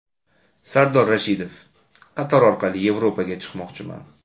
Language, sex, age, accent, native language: Uzbek, male, 25-34, Andijon, Uzbek